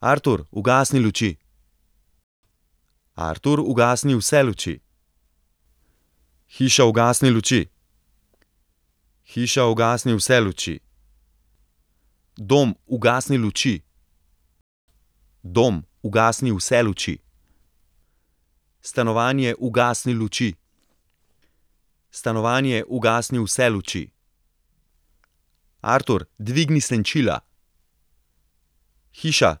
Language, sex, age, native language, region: Slovenian, male, 30-49, Slovenian, Central Slovenia